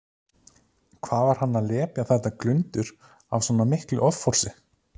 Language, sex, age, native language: Icelandic, male, 30-39, Icelandic